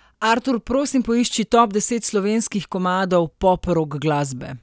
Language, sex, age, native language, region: Slovenian, female, 30-49, Slovenian, Central Slovenia